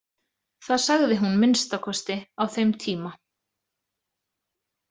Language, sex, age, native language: Icelandic, female, 30-39, Icelandic